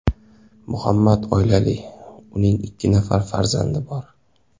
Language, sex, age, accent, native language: Uzbek, male, 19-29, Toshkent viloyati, Uzbek